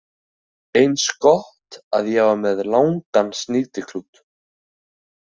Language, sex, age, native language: Icelandic, male, 18-19, Icelandic